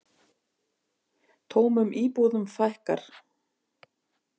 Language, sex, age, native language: Icelandic, female, 50-59, Icelandic